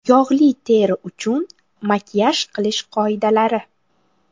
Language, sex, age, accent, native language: Uzbek, female, 18-24, Buxoro, Uzbek